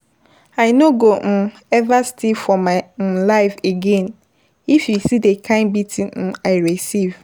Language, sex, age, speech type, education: Nigerian Pidgin, female, 15-29, spontaneous, tertiary